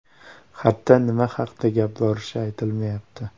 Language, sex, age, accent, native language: Uzbek, male, 18-24, Toshkent viloyati, Uzbek